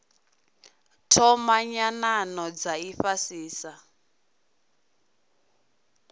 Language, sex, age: Venda, female, 22